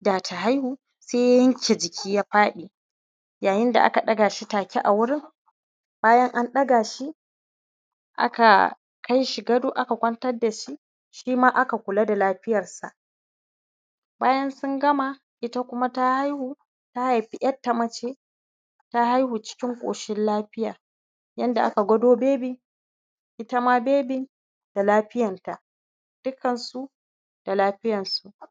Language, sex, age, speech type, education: Hausa, female, 30-45, spontaneous, primary